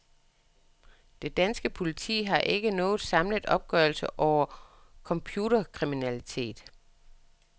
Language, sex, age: Danish, female, 61